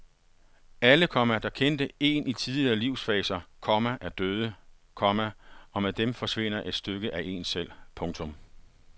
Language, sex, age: Danish, male, 51